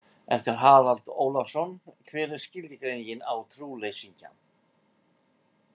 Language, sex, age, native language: Icelandic, male, 50-59, Icelandic